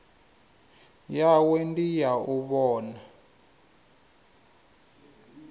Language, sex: Venda, male